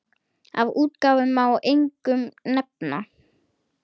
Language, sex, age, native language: Icelandic, female, 10, Icelandic